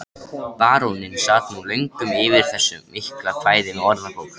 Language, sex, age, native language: Icelandic, male, 13, Icelandic